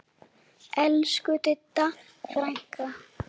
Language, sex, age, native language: Icelandic, female, 7, Icelandic